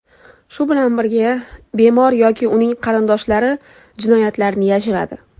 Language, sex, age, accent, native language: Uzbek, female, 19-29, Andijon, Uzbek